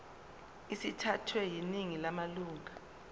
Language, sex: Zulu, female